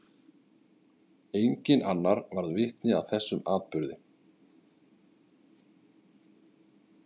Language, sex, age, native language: Icelandic, male, 30-39, Icelandic